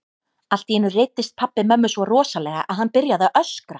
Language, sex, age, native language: Icelandic, female, 18-19, Icelandic